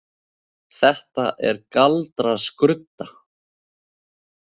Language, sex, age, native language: Icelandic, male, 18-19, Icelandic